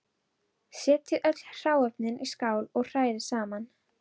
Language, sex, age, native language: Icelandic, female, 12, Icelandic